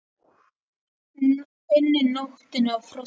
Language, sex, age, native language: Icelandic, male, 18-19, Icelandic